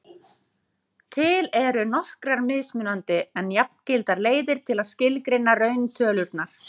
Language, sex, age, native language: Icelandic, female, 30-39, Icelandic